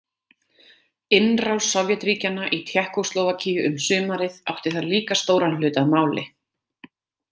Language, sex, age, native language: Icelandic, female, 30-39, Icelandic